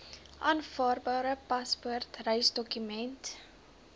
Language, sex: Afrikaans, female